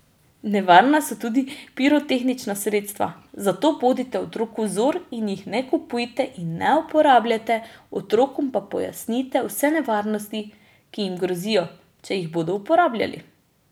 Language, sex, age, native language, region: Slovenian, female, 30-49, Slovenian, Drava region